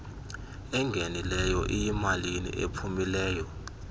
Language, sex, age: Xhosa, male, 32